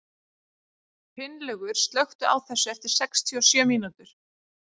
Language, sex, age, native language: Icelandic, female, 30-39, Icelandic